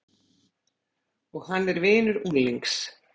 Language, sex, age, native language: Icelandic, female, 40-49, Icelandic